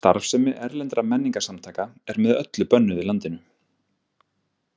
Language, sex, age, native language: Icelandic, male, 30-39, Icelandic